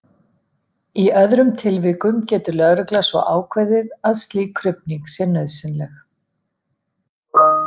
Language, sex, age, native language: Icelandic, female, 50-59, Icelandic